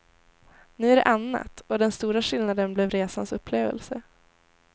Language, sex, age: Swedish, female, 18